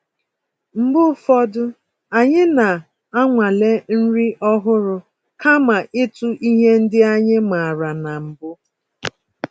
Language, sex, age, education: Igbo, female, 46-60, tertiary